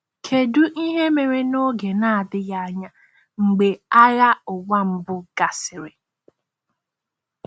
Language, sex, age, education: Igbo, female, 15-29, tertiary